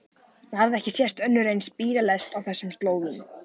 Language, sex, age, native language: Icelandic, male, 14, Icelandic